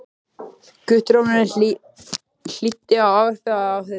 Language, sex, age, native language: Icelandic, male, 13, Icelandic